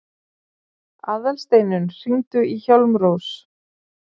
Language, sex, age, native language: Icelandic, female, 40-49, Icelandic